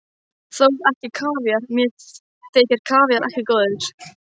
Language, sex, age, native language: Icelandic, female, 15, Icelandic